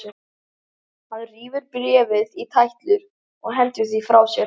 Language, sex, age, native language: Icelandic, male, 11, Icelandic